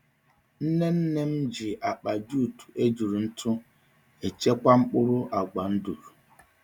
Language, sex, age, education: Igbo, male, 46-60, tertiary